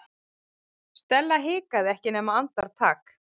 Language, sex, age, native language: Icelandic, female, 30-39, Icelandic